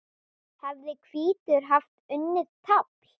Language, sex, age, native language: Icelandic, female, 10, Icelandic